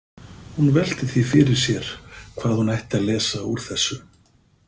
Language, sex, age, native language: Icelandic, male, 50-59, Icelandic